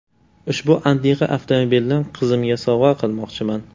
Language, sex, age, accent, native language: Uzbek, male, 18-24, Toshkent shahri, Uzbek